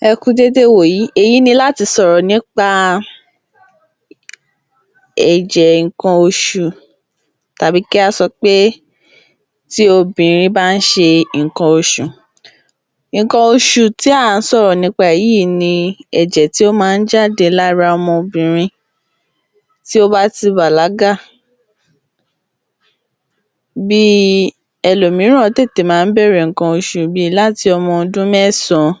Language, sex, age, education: Yoruba, female, 46-60, tertiary